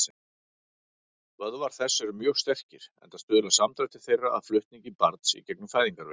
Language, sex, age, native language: Icelandic, male, 40-49, Icelandic